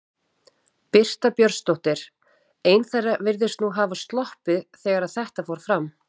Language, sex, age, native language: Icelandic, female, 40-49, Icelandic